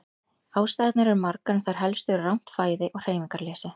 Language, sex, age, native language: Icelandic, female, 40-49, Icelandic